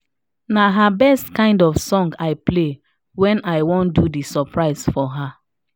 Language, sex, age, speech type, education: Nigerian Pidgin, female, 30-45, spontaneous, tertiary